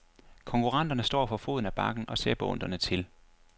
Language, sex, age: Danish, male, 24